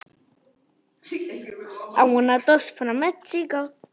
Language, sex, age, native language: Icelandic, female, 10, Icelandic